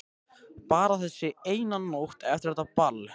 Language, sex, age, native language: Icelandic, male, 13, Icelandic